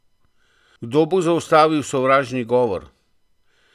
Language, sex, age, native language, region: Slovenian, male, 50-59, Slovenian, Central Slovenia